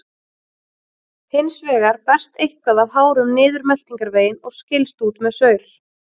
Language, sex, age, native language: Icelandic, female, 30-39, Icelandic